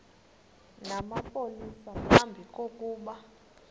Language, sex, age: Xhosa, female, 23